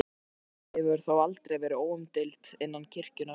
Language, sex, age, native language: Icelandic, male, 13, Icelandic